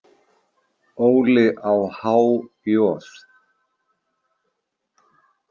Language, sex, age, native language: Icelandic, male, 40-49, Icelandic